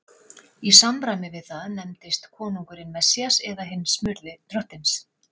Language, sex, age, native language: Icelandic, female, 40-49, Icelandic